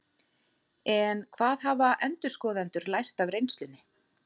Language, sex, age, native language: Icelandic, female, 40-49, Icelandic